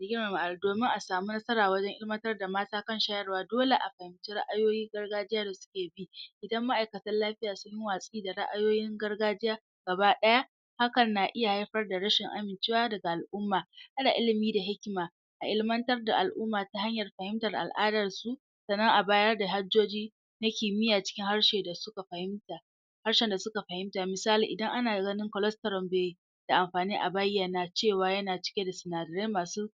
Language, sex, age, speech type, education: Hausa, female, 46-60, spontaneous, tertiary